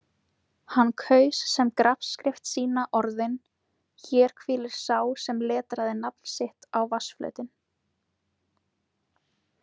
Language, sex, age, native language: Icelandic, female, 20-29, Icelandic